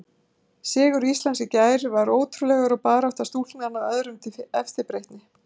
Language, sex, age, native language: Icelandic, female, 50-59, Icelandic